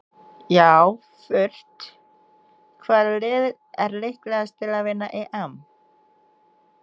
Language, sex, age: Icelandic, female, 20-29